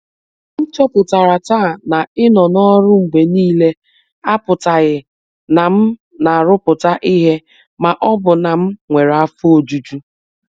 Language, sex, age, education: Igbo, female, 30-45, tertiary